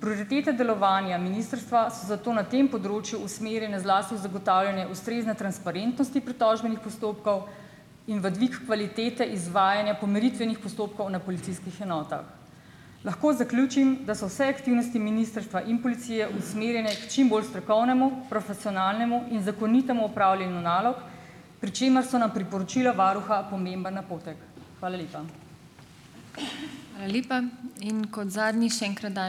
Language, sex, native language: Slovenian, female, Slovenian